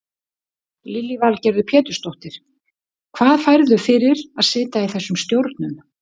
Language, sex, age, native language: Icelandic, female, 60-69, Icelandic